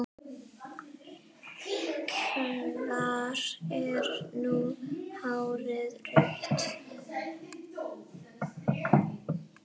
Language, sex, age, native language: Icelandic, female, 9, Icelandic